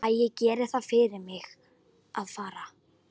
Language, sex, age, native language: Icelandic, female, 12, Icelandic